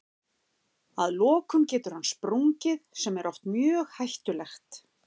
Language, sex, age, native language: Icelandic, female, 50-59, Icelandic